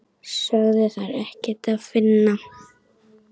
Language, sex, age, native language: Icelandic, female, 10, Icelandic